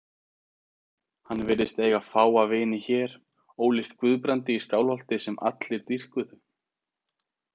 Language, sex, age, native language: Icelandic, male, 30-39, Icelandic